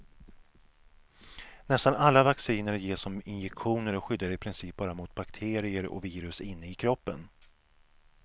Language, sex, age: Swedish, male, 37